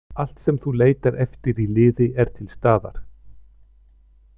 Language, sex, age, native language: Icelandic, male, 50-59, Icelandic